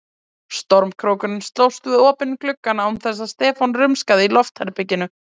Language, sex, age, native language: Icelandic, female, 20-29, Icelandic